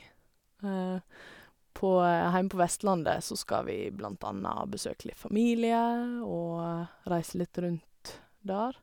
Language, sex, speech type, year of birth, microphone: Norwegian, female, spontaneous, 1985, Sennheiser